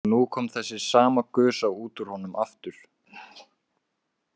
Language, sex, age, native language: Icelandic, male, 18-19, Icelandic